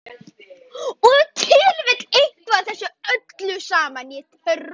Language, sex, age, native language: Icelandic, male, 13, Icelandic